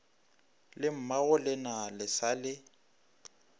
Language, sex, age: Northern Sotho, male, 26